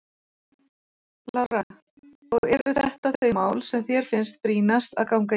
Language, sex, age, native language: Icelandic, female, 40-49, Icelandic